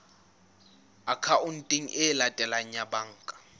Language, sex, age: Southern Sotho, male, 19